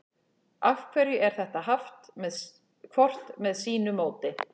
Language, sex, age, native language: Icelandic, female, 40-49, Icelandic